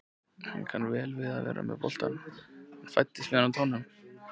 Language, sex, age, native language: Icelandic, male, 20-29, Icelandic